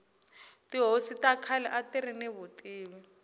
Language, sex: Tsonga, female